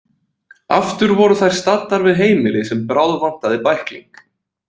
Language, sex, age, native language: Icelandic, male, 20-29, Icelandic